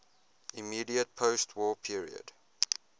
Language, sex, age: English, male, 21